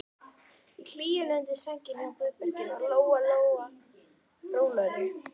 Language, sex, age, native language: Icelandic, female, 11, Icelandic